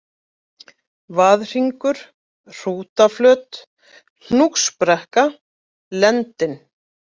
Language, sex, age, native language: Icelandic, female, 40-49, Icelandic